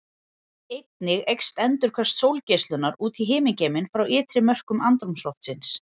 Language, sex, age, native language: Icelandic, female, 40-49, Icelandic